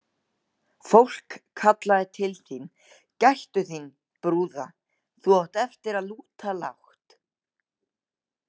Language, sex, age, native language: Icelandic, male, 18-19, Icelandic